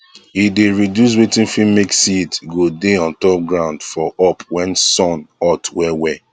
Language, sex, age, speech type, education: Nigerian Pidgin, male, 15-29, spontaneous, tertiary